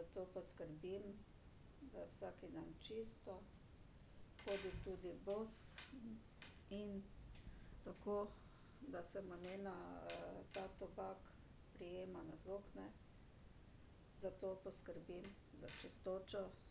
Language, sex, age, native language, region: Slovenian, female, 60+, Slovenian, Drava region